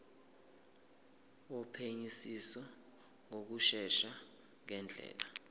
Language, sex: Zulu, male